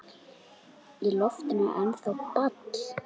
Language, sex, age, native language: Icelandic, female, 9, Icelandic